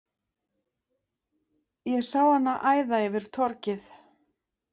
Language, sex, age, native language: Icelandic, female, 50-59, Icelandic